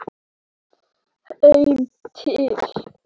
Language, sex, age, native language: Icelandic, male, 8, Icelandic